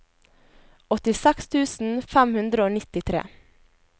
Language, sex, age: Norwegian, female, 21